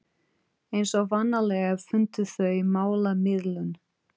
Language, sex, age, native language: Icelandic, female, 30-39, Portuguese